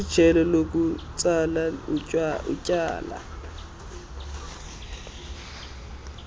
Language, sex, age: Xhosa, male, 21